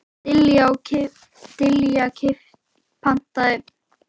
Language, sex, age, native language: Icelandic, female, 11, Icelandic